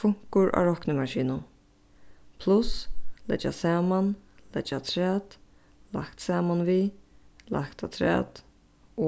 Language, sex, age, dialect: Faroese, female, 15-35, Suðurstreymoy